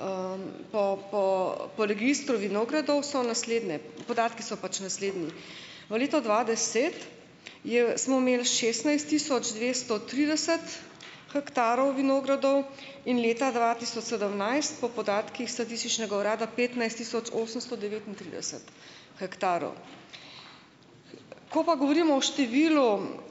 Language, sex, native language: Slovenian, female, Slovenian